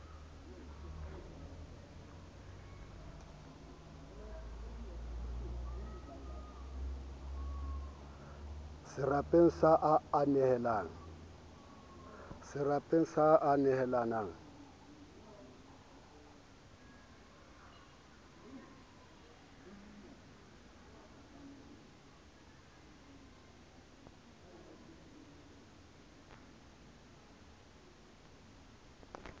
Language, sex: Southern Sotho, male